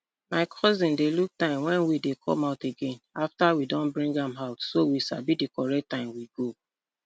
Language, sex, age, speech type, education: Nigerian Pidgin, female, 30-45, spontaneous, tertiary